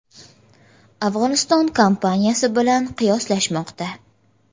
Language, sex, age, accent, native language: Uzbek, female, 18-24, Jizzax, Uzbek